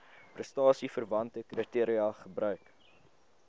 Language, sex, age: Afrikaans, male, 20